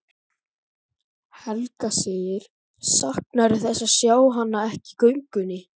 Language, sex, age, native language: Icelandic, male, 13, Icelandic